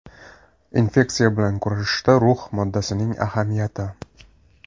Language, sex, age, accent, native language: Uzbek, male, 25-34, Namangan, Uzbek